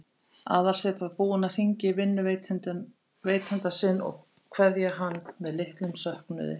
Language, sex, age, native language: Icelandic, female, 50-59, Icelandic